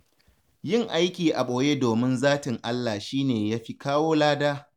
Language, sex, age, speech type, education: Hausa, male, 15-29, read, tertiary